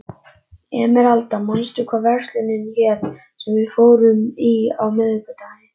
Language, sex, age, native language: Icelandic, male, 11, Icelandic